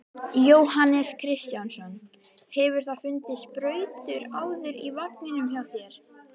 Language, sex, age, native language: Icelandic, female, 12, Icelandic